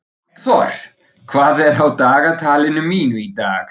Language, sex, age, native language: Icelandic, male, 40-49, German